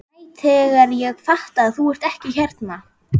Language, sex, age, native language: Icelandic, female, 11, Icelandic